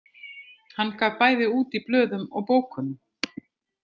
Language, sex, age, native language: Icelandic, female, 50-59, Icelandic